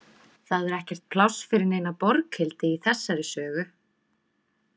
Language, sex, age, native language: Icelandic, female, 20-29, Icelandic